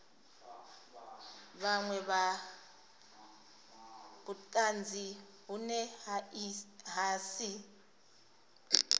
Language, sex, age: Venda, female, 26